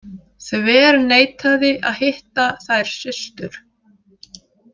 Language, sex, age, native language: Icelandic, female, 50-59, Icelandic